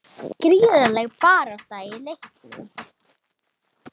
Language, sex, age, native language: Icelandic, female, 30-39, Icelandic